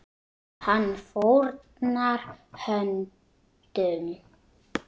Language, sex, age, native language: Icelandic, male, 9, Icelandic